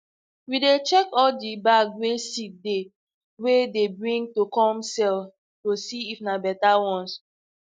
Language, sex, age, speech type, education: Nigerian Pidgin, female, 15-29, spontaneous, tertiary